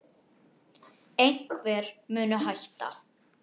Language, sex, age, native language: Icelandic, other, 10, Icelandic